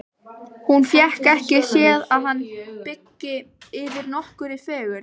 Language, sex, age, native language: Icelandic, female, 12, Icelandic